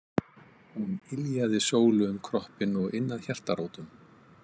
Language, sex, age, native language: Icelandic, male, 50-59, Icelandic